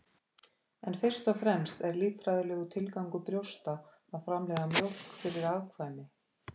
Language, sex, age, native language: Icelandic, female, 50-59, Icelandic